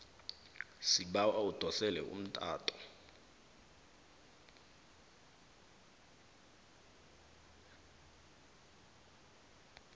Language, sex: South Ndebele, male